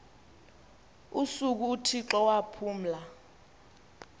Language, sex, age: Xhosa, female, 20